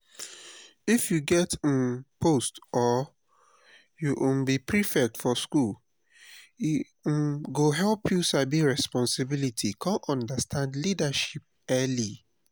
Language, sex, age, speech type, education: Nigerian Pidgin, male, 30-45, spontaneous, tertiary